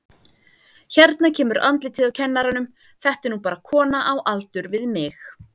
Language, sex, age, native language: Icelandic, female, 30-39, Icelandic